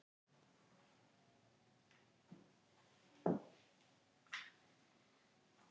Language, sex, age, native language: Icelandic, female, 60-69, Icelandic